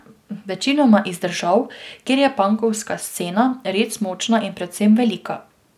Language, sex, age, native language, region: Slovenian, female, 18-29, Slovenian, Drava region